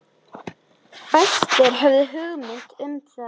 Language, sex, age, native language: Icelandic, female, 10, Icelandic